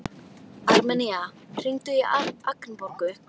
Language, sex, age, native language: Icelandic, female, 12, Icelandic